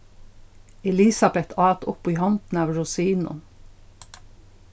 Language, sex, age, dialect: Faroese, female, 61+, Suðurstreymoy